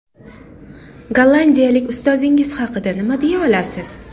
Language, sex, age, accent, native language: Uzbek, female, 35+, Toshkent shahri, Uzbek